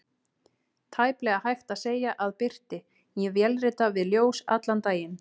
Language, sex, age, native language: Icelandic, female, 18-19, Icelandic